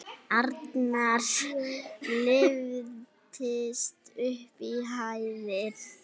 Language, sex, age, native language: Icelandic, female, 8, Icelandic